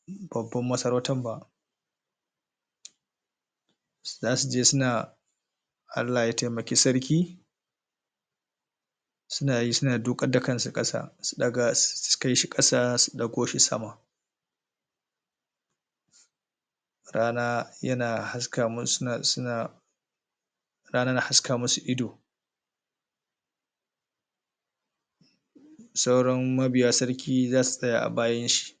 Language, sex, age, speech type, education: Hausa, male, 30-45, spontaneous, tertiary